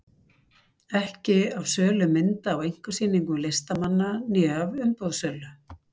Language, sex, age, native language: Icelandic, female, 60-69, Icelandic